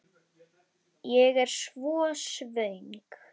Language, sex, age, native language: Icelandic, female, 10, Icelandic